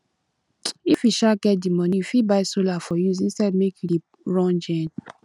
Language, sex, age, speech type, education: Nigerian Pidgin, female, 15-29, spontaneous, tertiary